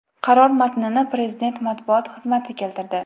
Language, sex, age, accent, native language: Uzbek, female, 18-24, Toshkent viloyati, Uzbek